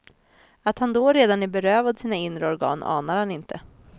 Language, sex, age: Swedish, female, 26